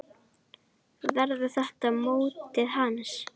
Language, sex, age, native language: Icelandic, female, 10, Icelandic